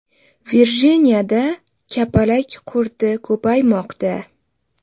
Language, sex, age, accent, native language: Uzbek, female, 18-24, Navoiy, Uzbek